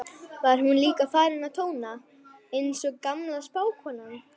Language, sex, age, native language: Icelandic, female, 11, Icelandic